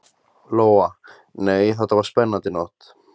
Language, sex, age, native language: Icelandic, male, 20-29, Icelandic